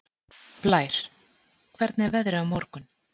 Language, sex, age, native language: Icelandic, female, 40-49, Icelandic